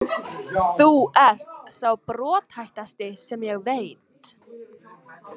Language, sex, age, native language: Icelandic, female, 18-19, Icelandic